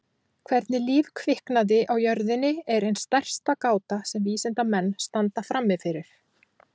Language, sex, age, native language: Icelandic, female, 40-49, Icelandic